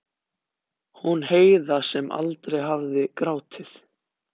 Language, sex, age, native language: Icelandic, other, 14, Icelandic